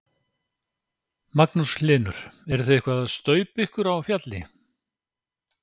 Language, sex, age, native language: Icelandic, male, 60-69, Icelandic